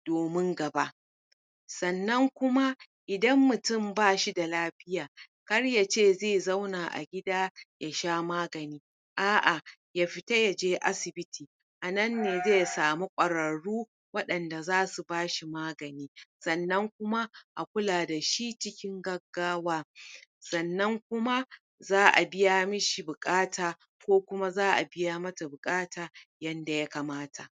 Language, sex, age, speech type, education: Hausa, female, 30-45, spontaneous, tertiary